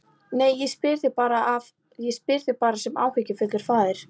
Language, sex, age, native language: Icelandic, female, 11, Icelandic